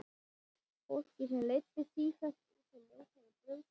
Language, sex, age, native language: Icelandic, male, 11, Icelandic